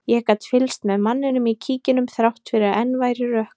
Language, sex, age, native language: Icelandic, female, 30-39, Icelandic